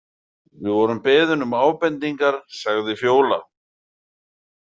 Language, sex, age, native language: Icelandic, male, 40-49, Icelandic